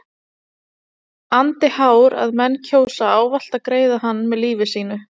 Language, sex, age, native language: Icelandic, female, 30-39, Icelandic